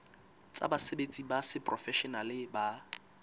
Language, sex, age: Southern Sotho, male, 19